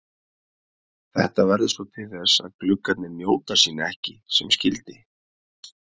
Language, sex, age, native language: Icelandic, male, 30-39, Icelandic